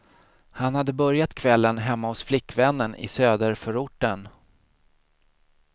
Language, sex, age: Swedish, male, 40